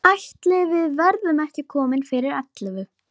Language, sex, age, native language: Icelandic, female, 11, Icelandic